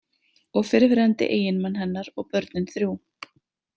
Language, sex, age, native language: Icelandic, female, 30-39, Icelandic